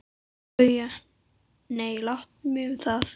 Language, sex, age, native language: Icelandic, female, 12, Icelandic